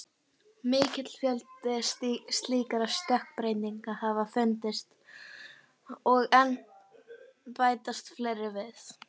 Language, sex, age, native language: Icelandic, female, 18-19, Icelandic